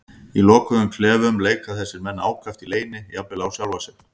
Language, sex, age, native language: Icelandic, male, 50-59, Icelandic